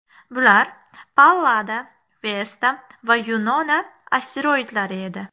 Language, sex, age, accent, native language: Uzbek, female, 18-24, Farg'ona, Uzbek